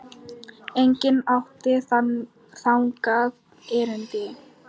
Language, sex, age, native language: Icelandic, female, 10, Polish